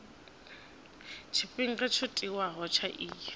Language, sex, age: Venda, female, 26